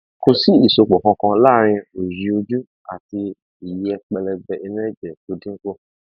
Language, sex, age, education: Yoruba, male, 15-29, tertiary